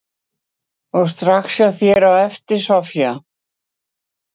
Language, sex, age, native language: Icelandic, female, 60-69, Icelandic